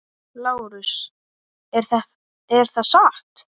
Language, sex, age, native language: Icelandic, male, 8, Icelandic